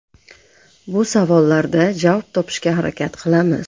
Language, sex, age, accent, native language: Uzbek, female, 35+, Namangan, Uzbek